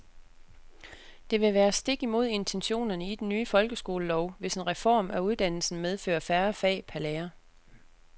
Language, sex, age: Danish, female, 36